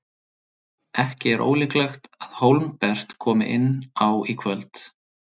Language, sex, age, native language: Icelandic, male, 30-39, Icelandic